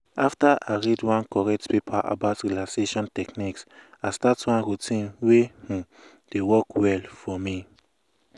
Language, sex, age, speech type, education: Nigerian Pidgin, male, 15-29, spontaneous, tertiary